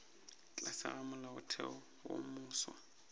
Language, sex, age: Northern Sotho, male, 21